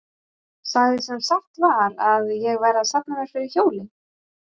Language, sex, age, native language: Icelandic, female, 30-39, Icelandic